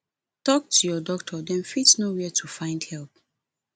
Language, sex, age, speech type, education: Nigerian Pidgin, female, 30-45, spontaneous, tertiary